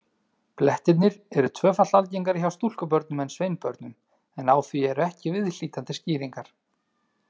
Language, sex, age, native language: Icelandic, male, 30-39, Icelandic